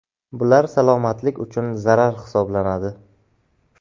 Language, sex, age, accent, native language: Uzbek, male, 18-24, Buxoro, Uzbek